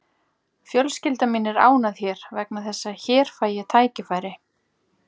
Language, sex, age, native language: Icelandic, female, 40-49, Icelandic